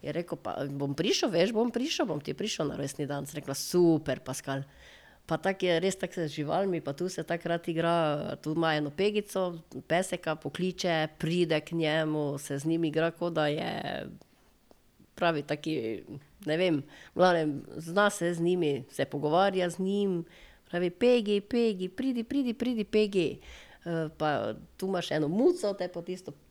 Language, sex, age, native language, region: Slovenian, female, 50-59, Slovenian, Drava region